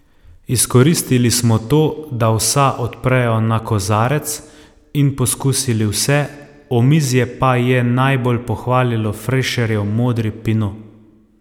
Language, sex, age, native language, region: Slovenian, male, 30-49, Slovenian, Savinja region